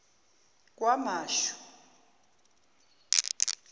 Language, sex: Zulu, female